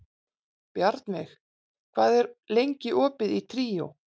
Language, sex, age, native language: Icelandic, female, 40-49, Icelandic